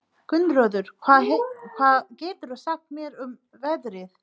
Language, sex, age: Icelandic, female, 30-39